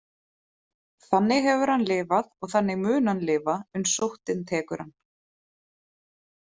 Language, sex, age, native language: Icelandic, female, 30-39, Icelandic